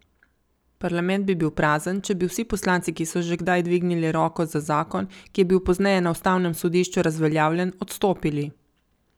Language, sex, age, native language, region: Slovenian, female, 50-59, Slovenian, Coastal Karst region